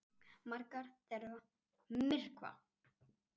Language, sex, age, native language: Icelandic, male, 10, Icelandic